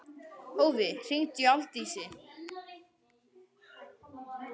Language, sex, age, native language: Icelandic, male, 11, Icelandic